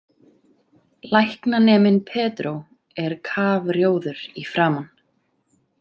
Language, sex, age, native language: Icelandic, female, 30-39, Icelandic